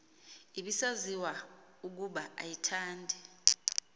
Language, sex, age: Xhosa, female, 38